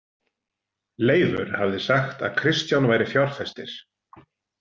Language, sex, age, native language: Icelandic, male, 40-49, Icelandic